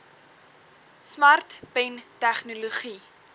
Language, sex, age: Afrikaans, female, 20